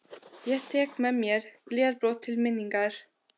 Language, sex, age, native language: Icelandic, female, 13, Albanian